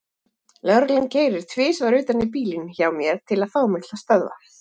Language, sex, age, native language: Icelandic, female, 40-49, Icelandic